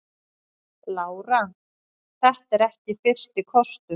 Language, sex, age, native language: Icelandic, female, 40-49, Icelandic